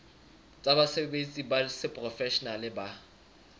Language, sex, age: Southern Sotho, male, 23